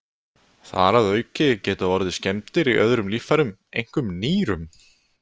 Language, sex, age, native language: Icelandic, male, 20-29, Icelandic